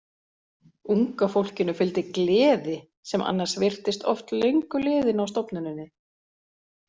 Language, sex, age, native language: Icelandic, female, 40-49, Icelandic